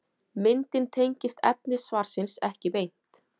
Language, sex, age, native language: Icelandic, female, 40-49, Icelandic